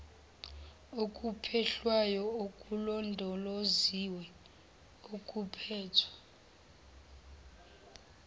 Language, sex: Zulu, female